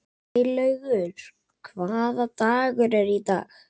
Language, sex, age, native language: Icelandic, male, 11, Icelandic